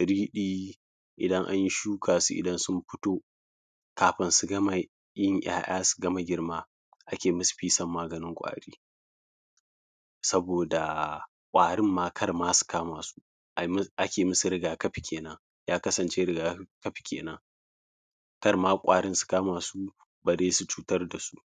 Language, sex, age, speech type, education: Hausa, male, 15-29, spontaneous, primary